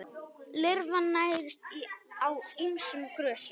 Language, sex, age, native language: Icelandic, female, 9, Icelandic